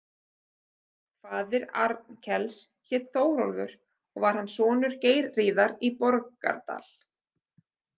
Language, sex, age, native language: Icelandic, female, 30-39, Icelandic